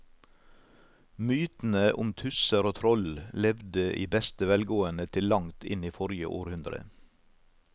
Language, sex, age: Norwegian, male, 56